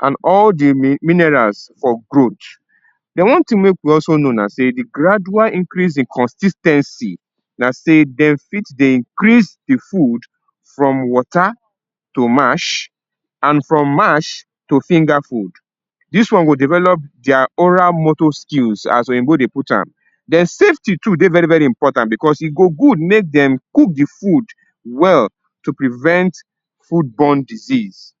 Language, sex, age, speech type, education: Nigerian Pidgin, male, 30-45, spontaneous, tertiary